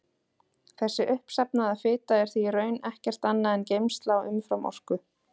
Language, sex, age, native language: Icelandic, female, 30-39, Icelandic